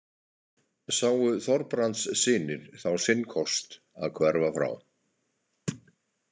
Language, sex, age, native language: Icelandic, male, 60-69, Icelandic